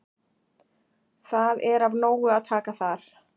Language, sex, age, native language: Icelandic, female, 40-49, Icelandic